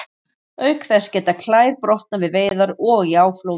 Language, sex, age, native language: Icelandic, female, 40-49, Icelandic